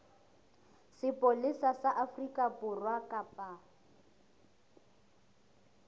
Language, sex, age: Southern Sotho, female, 23